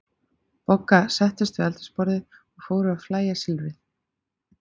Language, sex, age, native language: Icelandic, female, 30-39, Icelandic